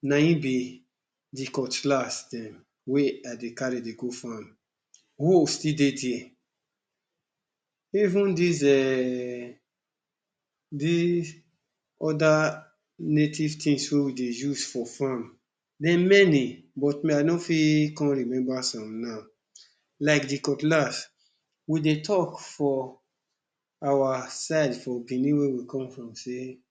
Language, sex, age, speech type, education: Nigerian Pidgin, male, 30-45, spontaneous, tertiary